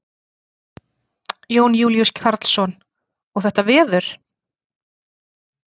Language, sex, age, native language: Icelandic, female, 40-49, Icelandic